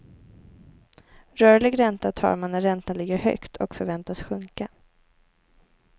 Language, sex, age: Swedish, female, 18